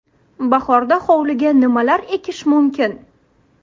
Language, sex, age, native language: Uzbek, female, 18-24, Uzbek